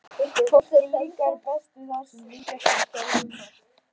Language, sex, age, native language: Icelandic, female, 18-19, Icelandic